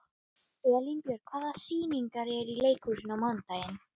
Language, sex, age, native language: Icelandic, female, 12, Icelandic